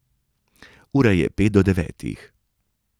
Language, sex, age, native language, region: Slovenian, male, 30-49, Slovenian, Gorenjska region